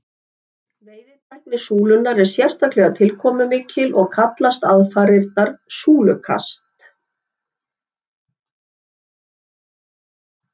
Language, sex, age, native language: Icelandic, female, 60-69, Icelandic